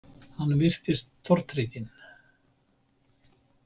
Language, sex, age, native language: Icelandic, male, 70-79, Icelandic